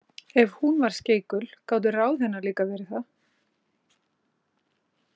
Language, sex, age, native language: Icelandic, female, 40-49, Icelandic